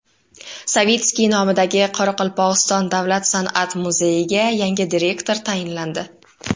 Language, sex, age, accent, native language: Uzbek, female, 12-17, Samarqand, Uzbek